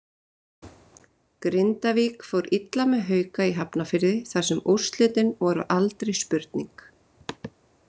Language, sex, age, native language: Icelandic, female, 30-39, Icelandic